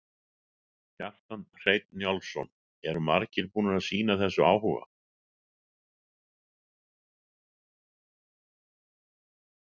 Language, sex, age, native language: Icelandic, male, 60-69, Icelandic